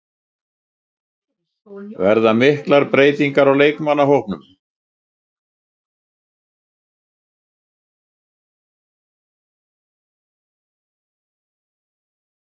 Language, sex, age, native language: Icelandic, male, 70-79, Icelandic